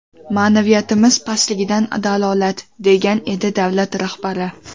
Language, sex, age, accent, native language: Uzbek, female, 12-17, Toshkent shahri, Uzbek